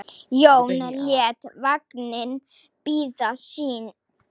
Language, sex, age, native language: Icelandic, female, 7, Slovak